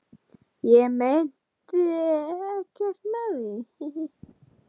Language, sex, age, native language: Icelandic, female, 12, Icelandic